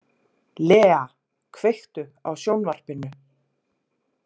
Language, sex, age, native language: Icelandic, female, 40-49, Icelandic